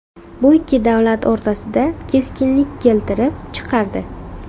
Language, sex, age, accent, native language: Uzbek, female, 18-24, Farg'ona, Uzbek